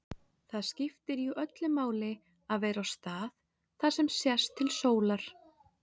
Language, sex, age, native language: Icelandic, female, 30-39, Icelandic